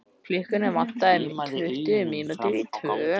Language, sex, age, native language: Icelandic, male, 14, Icelandic